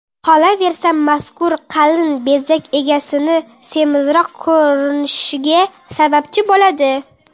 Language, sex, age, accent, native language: Uzbek, female, under 19, Qoraqalpog'iston, Karakalpak